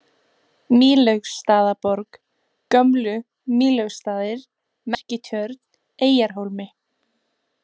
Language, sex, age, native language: Icelandic, female, 18-19, Icelandic